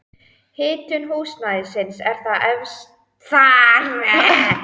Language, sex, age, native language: Icelandic, male, 13, Icelandic